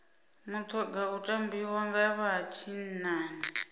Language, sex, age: Venda, female, 26